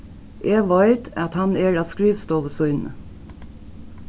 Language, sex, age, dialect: Faroese, female, 36-60, Norðuroyggjar